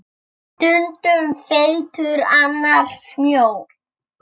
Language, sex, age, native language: Icelandic, female, 6, Icelandic